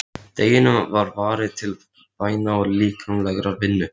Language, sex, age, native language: Icelandic, male, 13, Icelandic